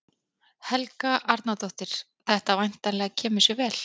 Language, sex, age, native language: Icelandic, female, 30-39, Icelandic